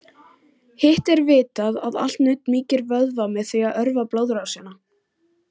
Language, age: Icelandic, 18-19